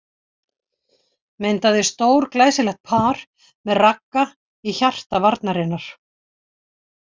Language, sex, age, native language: Icelandic, female, 60-69, Icelandic